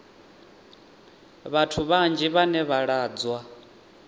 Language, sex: Venda, male